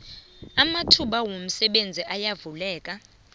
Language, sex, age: South Ndebele, female, 22